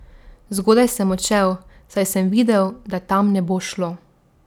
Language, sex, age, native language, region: Slovenian, female, 18-29, Slovenian, Drava region